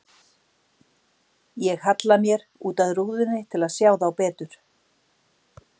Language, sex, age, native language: Icelandic, female, 60-69, Icelandic